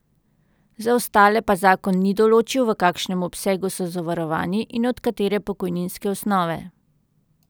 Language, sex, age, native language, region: Slovenian, female, 30-49, Slovenian, Central Slovenia